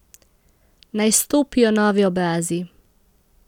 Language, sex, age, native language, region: Slovenian, female, 18-29, Slovenian, Central Slovenia